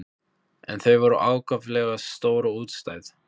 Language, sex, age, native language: Icelandic, male, 15, Icelandic